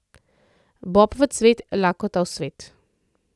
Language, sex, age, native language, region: Slovenian, female, 30-49, Slovenian, Central Slovenia